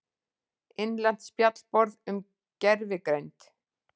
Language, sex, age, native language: Icelandic, female, 40-49, Icelandic